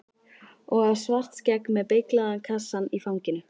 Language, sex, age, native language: Icelandic, female, 13, Icelandic